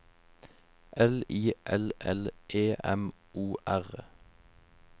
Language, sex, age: Norwegian, male, 21